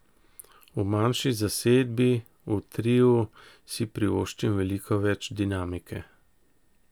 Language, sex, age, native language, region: Slovenian, male, 50-59, Slovenian, Central Slovenia